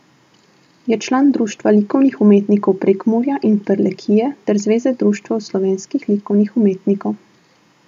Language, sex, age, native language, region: Slovenian, female, 18-29, Slovenian, Southeast Slovenia